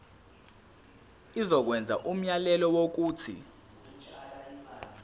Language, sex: Zulu, male